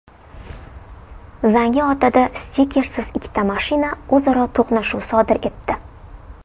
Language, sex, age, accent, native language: Uzbek, female, 19-29, Toshkent shahri, Uzbek